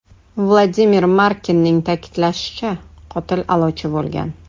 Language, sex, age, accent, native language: Uzbek, female, 35+, Toshkent shahri, Uzbek